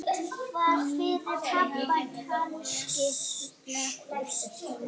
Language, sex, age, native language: Icelandic, female, 8, Icelandic